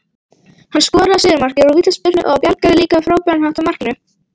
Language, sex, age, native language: Icelandic, female, 18-19, Icelandic